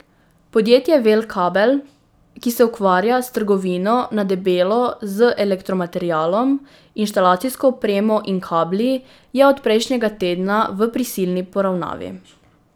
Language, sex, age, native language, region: Slovenian, female, 18-29, Slovenian, Drava region